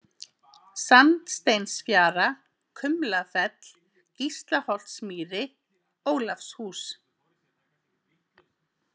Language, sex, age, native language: Icelandic, female, 50-59, Icelandic